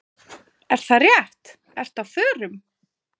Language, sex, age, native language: Icelandic, female, 20-29, Icelandic